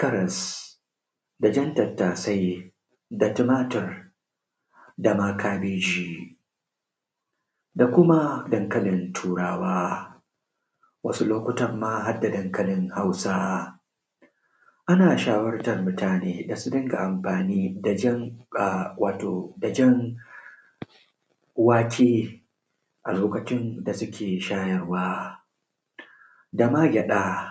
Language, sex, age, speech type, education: Hausa, male, 15-29, spontaneous, tertiary